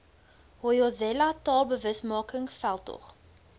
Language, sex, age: Afrikaans, female, 22